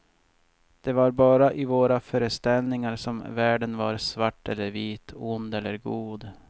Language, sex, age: Swedish, male, 50